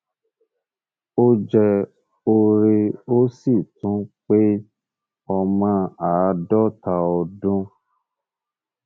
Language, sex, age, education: Yoruba, male, 30-45, tertiary